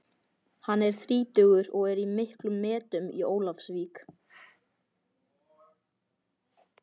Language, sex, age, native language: Icelandic, male, 18-19, Icelandic